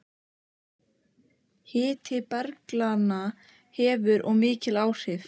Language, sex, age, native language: Icelandic, female, 15, Icelandic